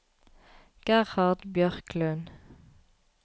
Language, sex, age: Norwegian, female, 33